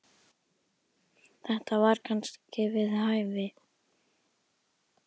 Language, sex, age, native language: Icelandic, female, 10, Icelandic